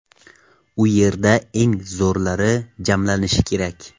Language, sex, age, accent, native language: Uzbek, male, 18-24, Toshkent viloyati, Tajik